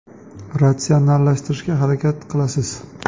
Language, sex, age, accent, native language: Uzbek, male, 25-34, Toshkent shahri, Uzbek